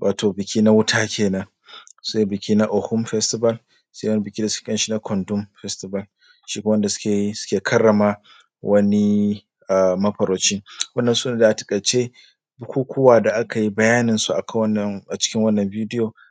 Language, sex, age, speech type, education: Hausa, male, 30-45, spontaneous, secondary